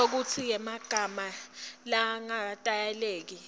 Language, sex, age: Swati, female, 19